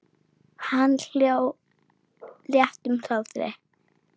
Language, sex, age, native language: Icelandic, female, 9, Icelandic